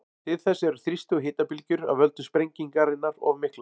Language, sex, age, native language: Icelandic, male, 40-49, Icelandic